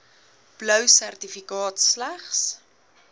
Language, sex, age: Afrikaans, female, 21